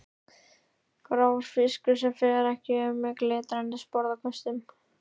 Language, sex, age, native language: Icelandic, male, 13, Icelandic